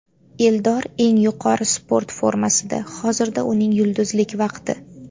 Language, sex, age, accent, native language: Uzbek, female, 18-24, Namangan, Uzbek